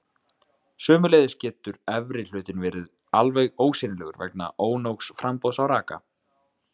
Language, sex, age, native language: Icelandic, male, 20-29, Icelandic